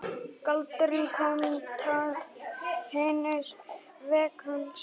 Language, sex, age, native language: Icelandic, female, 18-19, Icelandic